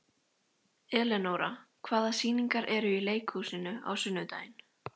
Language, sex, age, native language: Icelandic, female, 13, Icelandic